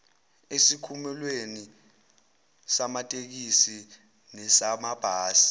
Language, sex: Zulu, male